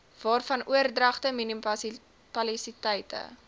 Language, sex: Afrikaans, female